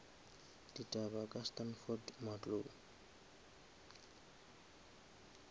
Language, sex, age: Northern Sotho, male, 23